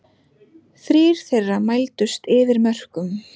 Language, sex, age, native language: Icelandic, female, 30-39, Icelandic